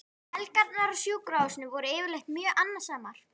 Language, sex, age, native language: Icelandic, female, 11, Icelandic